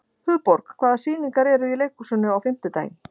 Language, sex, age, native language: Icelandic, female, 40-49, Icelandic